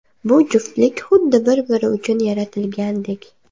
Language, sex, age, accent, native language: Uzbek, female, under 19, Andijon, Uzbek